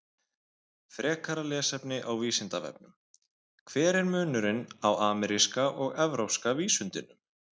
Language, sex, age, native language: Icelandic, male, 20-29, Icelandic